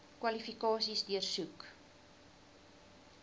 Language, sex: Afrikaans, female